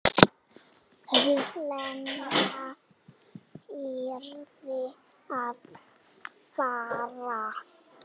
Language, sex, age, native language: Icelandic, male, 7, Icelandic